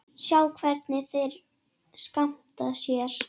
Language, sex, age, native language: Icelandic, female, 10, Icelandic